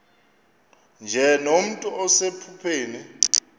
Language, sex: Xhosa, male